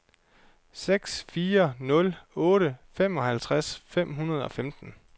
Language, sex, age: Danish, male, 29